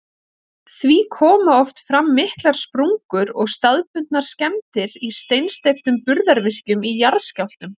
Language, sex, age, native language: Icelandic, female, 30-39, Icelandic